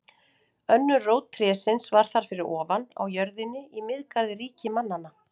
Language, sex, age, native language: Icelandic, female, 40-49, Icelandic